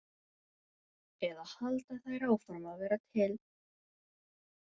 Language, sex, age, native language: Icelandic, female, 18-19, Icelandic